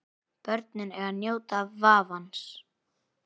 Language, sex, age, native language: Icelandic, male, 8, Icelandic